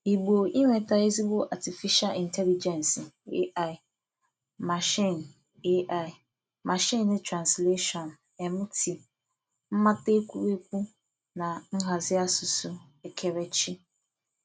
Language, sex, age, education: Igbo, female, 15-29, tertiary